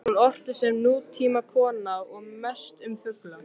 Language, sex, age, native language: Icelandic, male, 13, Icelandic